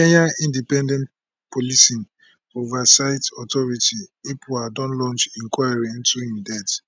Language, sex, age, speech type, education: Nigerian Pidgin, male, 30-45, spontaneous, tertiary